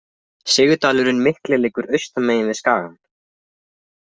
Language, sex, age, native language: Icelandic, other, 20-29, Icelandic